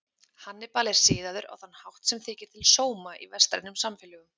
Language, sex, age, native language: Icelandic, female, 30-39, Icelandic